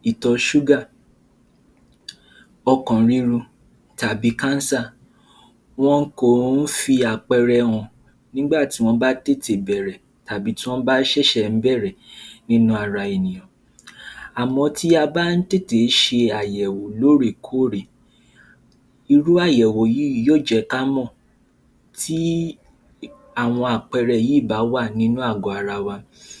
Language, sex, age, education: Yoruba, male, 15-29, tertiary